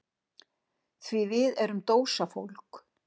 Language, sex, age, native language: Icelandic, female, 60-69, Icelandic